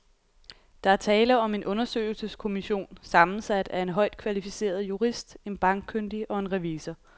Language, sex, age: Danish, female, 28